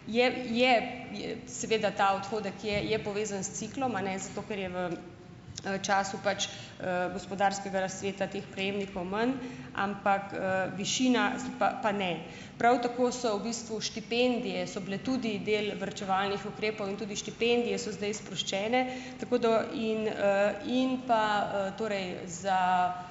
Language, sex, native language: Slovenian, female, Slovenian